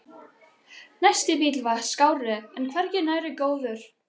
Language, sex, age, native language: Icelandic, other, 12, Icelandic